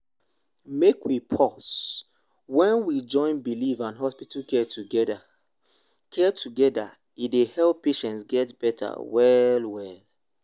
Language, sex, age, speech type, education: Nigerian Pidgin, male, 15-29, spontaneous, tertiary